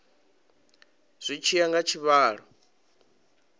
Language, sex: Venda, male